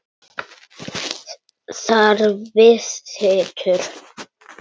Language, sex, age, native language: Icelandic, male, 9, Icelandic